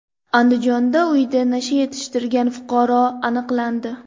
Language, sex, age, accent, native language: Uzbek, female, 18-24, Andijon, Uzbek